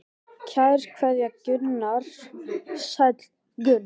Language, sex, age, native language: Icelandic, male, 18-19, Icelandic